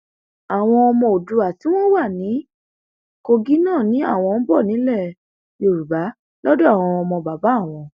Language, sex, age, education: Yoruba, female, 15-29, tertiary